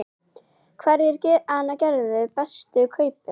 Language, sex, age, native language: Icelandic, female, 10, Icelandic